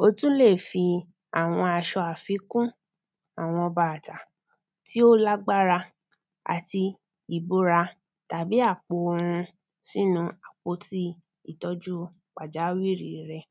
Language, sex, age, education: Yoruba, female, 30-45, primary